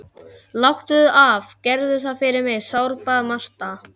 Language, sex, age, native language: Icelandic, male, 12, Icelandic